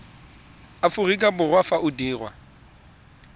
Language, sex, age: Tswana, male, 23